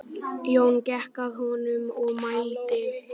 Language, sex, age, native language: Icelandic, male, 12, Icelandic